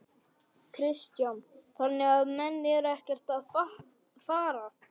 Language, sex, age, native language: Icelandic, male, 11, Icelandic